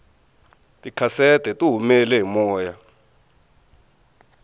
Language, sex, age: Tsonga, male, 23